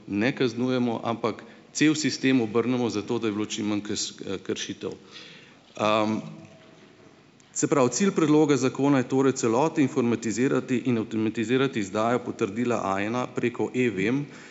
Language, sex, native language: Slovenian, male, Slovenian